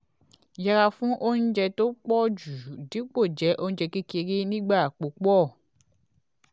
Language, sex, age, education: Yoruba, female, 15-29, tertiary